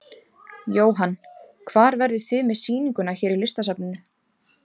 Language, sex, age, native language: Icelandic, female, 30-39, Icelandic